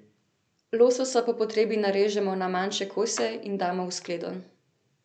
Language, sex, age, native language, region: Slovenian, female, 18-29, Slovenian, Central Slovenia